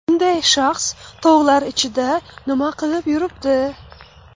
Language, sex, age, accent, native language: Uzbek, female, 25-34, Qashqadaryo, Uzbek